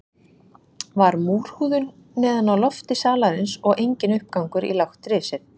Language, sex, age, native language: Icelandic, female, 40-49, Icelandic